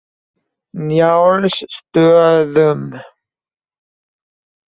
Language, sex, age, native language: Icelandic, male, 20-29, Icelandic